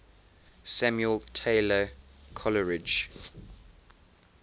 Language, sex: English, male